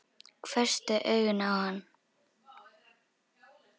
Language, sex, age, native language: Icelandic, female, 10, Icelandic